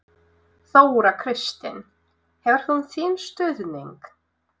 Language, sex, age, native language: Icelandic, female, 20-29, Russian